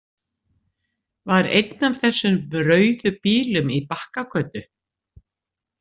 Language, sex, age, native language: Icelandic, female, 60-69, Icelandic